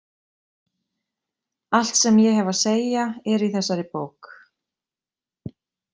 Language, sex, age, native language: Icelandic, female, 20-29, Icelandic